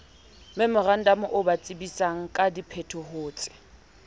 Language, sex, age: Southern Sotho, female, 27